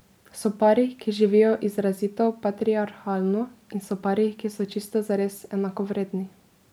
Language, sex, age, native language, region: Slovenian, female, 18-29, Slovenian, Drava region